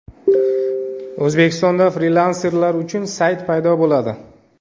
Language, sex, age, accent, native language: Uzbek, male, 25-34, Toshkent viloyati, Uzbek